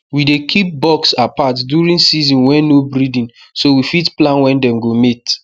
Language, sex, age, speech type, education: Nigerian Pidgin, male, 15-29, spontaneous, tertiary